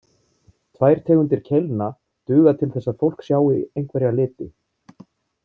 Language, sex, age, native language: Icelandic, male, 30-39, Icelandic